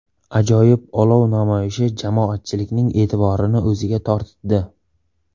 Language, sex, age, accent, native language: Uzbek, male, 18-24, Surxondaryo, Uzbek